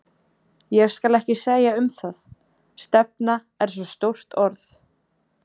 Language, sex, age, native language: Icelandic, female, 20-29, Icelandic